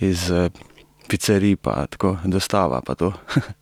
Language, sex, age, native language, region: Slovenian, male, 30-49, Slovenian, Primorsko-notranjska region